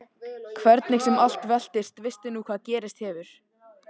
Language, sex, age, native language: Icelandic, male, 13, Icelandic